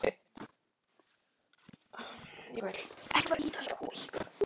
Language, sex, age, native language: Icelandic, male, 9, Icelandic